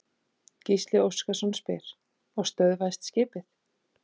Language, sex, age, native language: Icelandic, female, 30-39, Icelandic